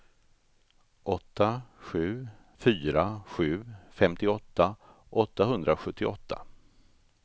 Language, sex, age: Swedish, male, 64